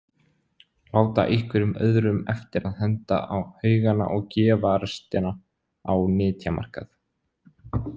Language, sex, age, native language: Icelandic, male, 20-29, Icelandic